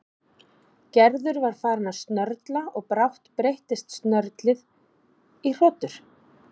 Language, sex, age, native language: Icelandic, female, 40-49, Icelandic